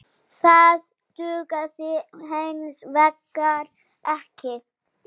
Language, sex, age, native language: Icelandic, male, 9, Icelandic